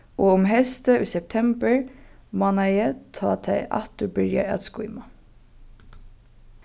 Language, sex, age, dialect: Faroese, female, 15-35, Norðurstreymoy/Eysturoy